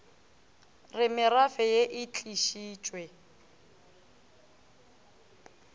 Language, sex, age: Northern Sotho, female, 18